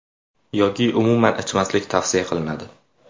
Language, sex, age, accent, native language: Uzbek, male, 18-24, Samarqand, Uzbek